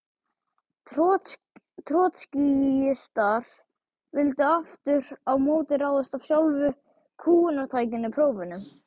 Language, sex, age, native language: Icelandic, male, 12, Icelandic